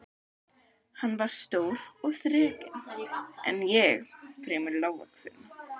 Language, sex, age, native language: Icelandic, other, 12, Icelandic